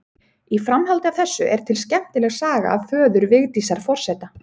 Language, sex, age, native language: Icelandic, female, 30-39, Icelandic